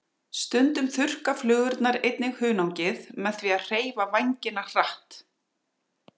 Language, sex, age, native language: Icelandic, female, 40-49, Icelandic